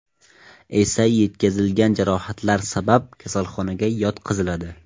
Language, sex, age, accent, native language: Uzbek, male, 18-24, Toshkent viloyati, Tajik